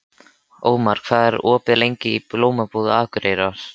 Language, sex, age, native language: Icelandic, male, 13, Icelandic